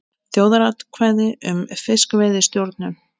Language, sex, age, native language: Icelandic, female, 20-29, Icelandic